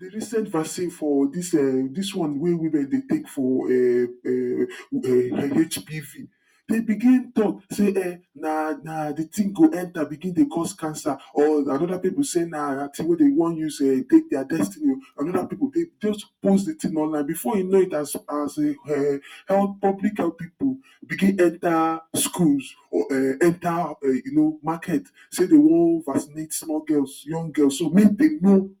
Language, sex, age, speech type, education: Nigerian Pidgin, male, 46-60, spontaneous, tertiary